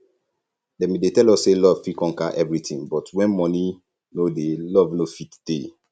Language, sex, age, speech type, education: Nigerian Pidgin, male, 15-29, spontaneous, tertiary